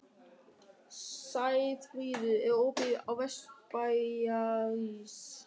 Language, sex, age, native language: Icelandic, male, 13, German